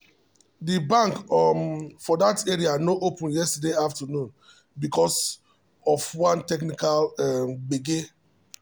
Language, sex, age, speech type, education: Nigerian Pidgin, male, 30-45, spontaneous, tertiary